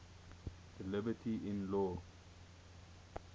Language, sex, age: English, male, 21